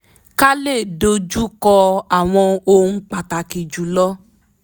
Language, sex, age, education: Yoruba, female, 15-29, tertiary